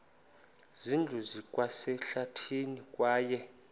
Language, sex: Xhosa, male